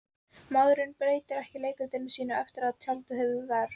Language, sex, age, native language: Icelandic, female, 12, Icelandic